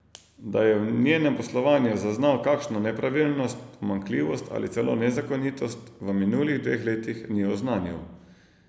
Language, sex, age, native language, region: Slovenian, male, 30-49, Slovenian, Savinja region